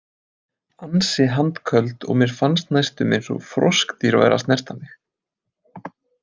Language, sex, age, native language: Icelandic, male, 20-29, Icelandic